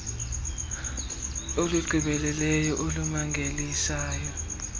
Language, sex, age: Xhosa, male, 21